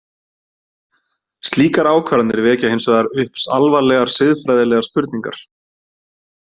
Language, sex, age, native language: Icelandic, male, 30-39, Icelandic